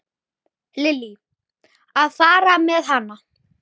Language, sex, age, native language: Icelandic, female, 10, Icelandic